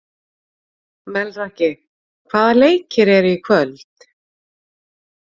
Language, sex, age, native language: Icelandic, female, 40-49, Icelandic